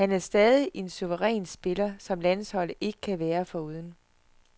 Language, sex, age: Danish, female, 41